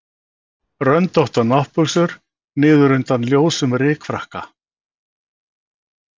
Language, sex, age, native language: Icelandic, male, 60-69, Icelandic